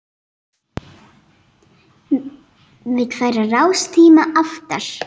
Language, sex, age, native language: Icelandic, female, 18-19, Icelandic